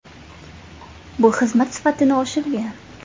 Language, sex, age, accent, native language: Uzbek, female, 19-29, Samarqand, Uzbek